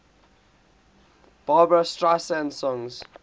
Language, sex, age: English, male, 18